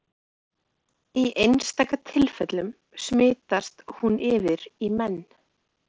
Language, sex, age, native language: Icelandic, female, 30-39, Icelandic